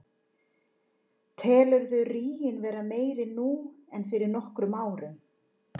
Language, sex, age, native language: Icelandic, female, 40-49, Icelandic